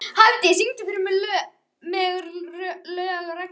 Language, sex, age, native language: Icelandic, female, 11, Icelandic